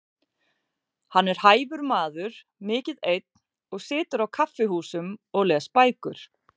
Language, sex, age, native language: Icelandic, female, 40-49, Icelandic